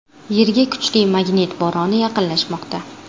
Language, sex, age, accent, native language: Uzbek, female, 18-24, Qashqadaryo, Uzbek